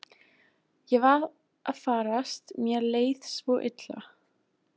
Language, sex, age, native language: Icelandic, female, 20-29, German